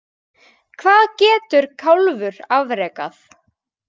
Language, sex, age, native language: Icelandic, female, 18-19, Icelandic